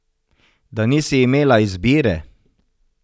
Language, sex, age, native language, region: Slovenian, male, 50-59, Slovenian, Savinja region